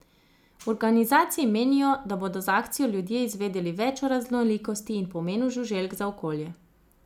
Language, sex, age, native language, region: Slovenian, female, 30-49, Slovenian, Zasavska region